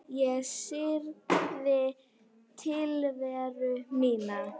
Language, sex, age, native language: Icelandic, female, 9, Icelandic